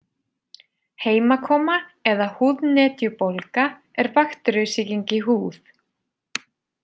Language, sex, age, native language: Icelandic, female, 30-39, Icelandic